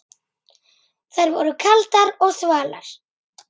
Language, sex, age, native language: Icelandic, female, 9, Icelandic